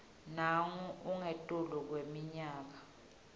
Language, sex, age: Swati, female, 21